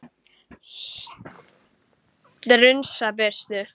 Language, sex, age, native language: Icelandic, female, 10, Icelandic